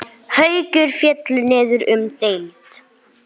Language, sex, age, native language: Icelandic, male, 9, Icelandic